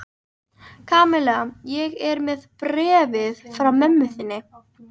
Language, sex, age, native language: Icelandic, female, 13, Icelandic